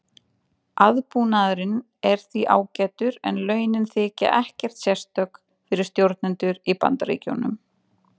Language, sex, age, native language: Icelandic, female, 20-29, Icelandic